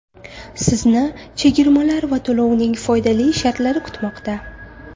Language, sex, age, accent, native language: Uzbek, female, 18-24, Buxoro, Uzbek